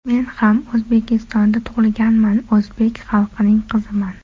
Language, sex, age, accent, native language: Uzbek, female, 18-24, Toshkent shahri, Uzbek